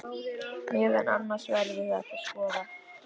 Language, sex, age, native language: Icelandic, male, 10, Icelandic